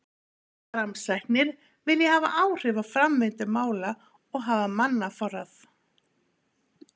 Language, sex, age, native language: Icelandic, female, 50-59, Icelandic